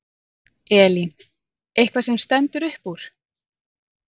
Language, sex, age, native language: Icelandic, female, 40-49, Icelandic